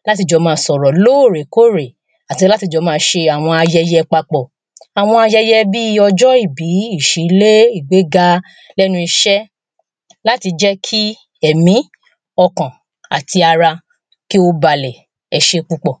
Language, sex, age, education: Yoruba, female, 30-45, primary